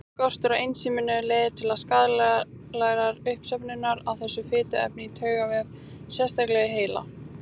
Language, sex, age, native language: Icelandic, female, 18-19, Icelandic